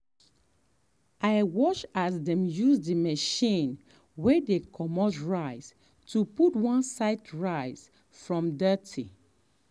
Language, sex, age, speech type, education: Nigerian Pidgin, female, 30-45, spontaneous, tertiary